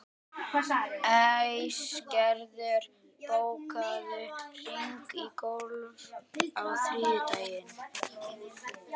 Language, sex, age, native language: Icelandic, female, 18-19, Icelandic